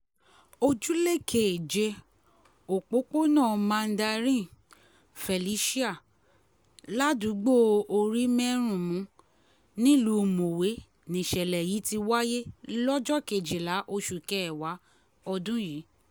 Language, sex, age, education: Yoruba, female, 30-45, tertiary